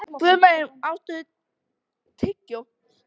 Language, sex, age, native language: Icelandic, female, 13, Icelandic